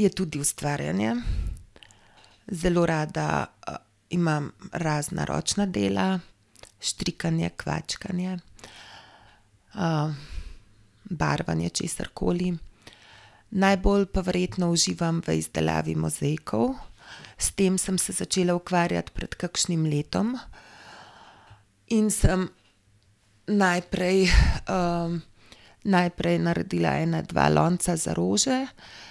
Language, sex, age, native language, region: Slovenian, female, 50-59, Slovenian, Gorenjska region